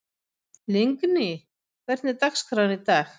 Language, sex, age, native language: Icelandic, female, 50-59, Swedish